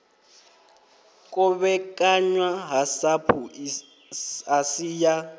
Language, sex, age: Venda, male, 23